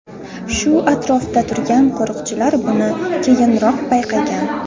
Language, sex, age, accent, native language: Uzbek, female, under 19, Xorazm, Uzbek